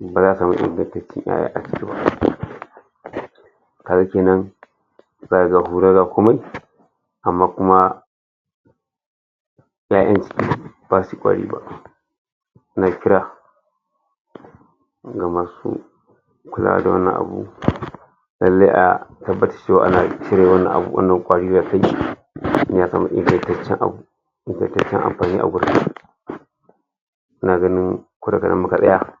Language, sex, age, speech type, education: Hausa, male, 60+, spontaneous, tertiary